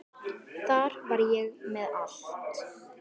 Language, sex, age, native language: Icelandic, female, 10, Icelandic